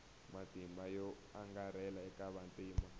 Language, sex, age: Tsonga, male, 18